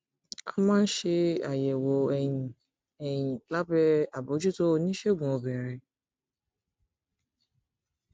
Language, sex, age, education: Yoruba, female, 15-29, tertiary